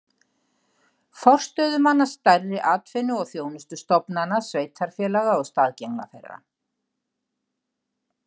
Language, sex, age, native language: Icelandic, female, 60-69, Icelandic